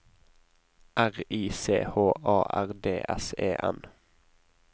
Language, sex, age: Norwegian, male, 20